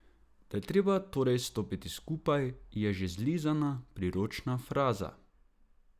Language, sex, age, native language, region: Slovenian, male, 18-29, Slovenian, Drava region